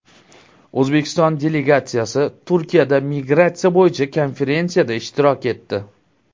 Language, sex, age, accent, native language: Uzbek, male, 19-29, Surxondaryo, Uzbek